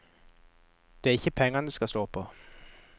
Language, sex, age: Norwegian, male, 21